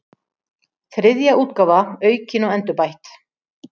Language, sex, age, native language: Icelandic, female, 40-49, Icelandic